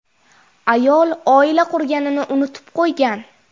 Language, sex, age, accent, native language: Uzbek, female, 12-17, Jizzax, Uzbek